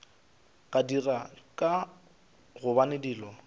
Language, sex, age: Northern Sotho, male, 23